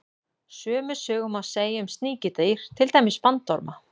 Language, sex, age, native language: Icelandic, female, 40-49, Icelandic